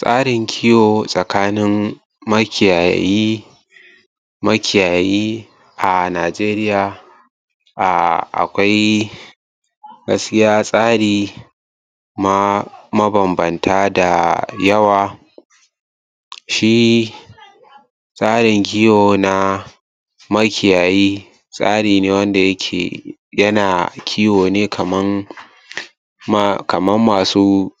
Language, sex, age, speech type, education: Hausa, male, 15-29, spontaneous, tertiary